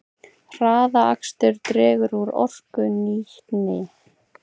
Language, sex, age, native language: Icelandic, female, 18-19, Icelandic